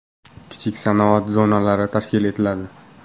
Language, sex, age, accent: Uzbek, male, 18-24, Qoraqalpog'iston